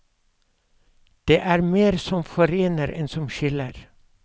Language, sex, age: Norwegian, male, 52